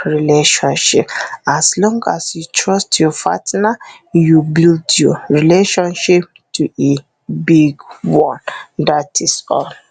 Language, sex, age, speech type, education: Hausa, female, 30-45, spontaneous, tertiary